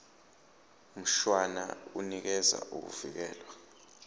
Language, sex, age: Zulu, male, 29